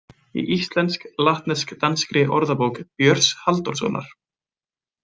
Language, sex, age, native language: Icelandic, male, 20-29, Icelandic